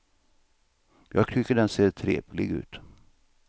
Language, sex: Swedish, male